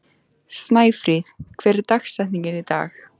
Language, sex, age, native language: Icelandic, female, 14, Icelandic